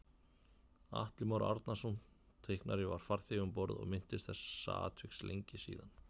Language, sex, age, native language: Icelandic, male, 30-39, Icelandic